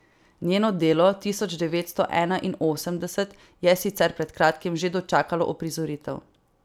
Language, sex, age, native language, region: Slovenian, female, 18-29, Slovenian, Savinja region